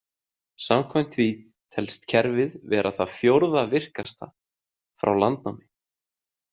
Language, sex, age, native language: Icelandic, male, 30-39, Icelandic